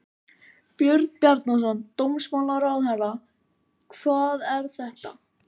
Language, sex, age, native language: Icelandic, male, 13, Icelandic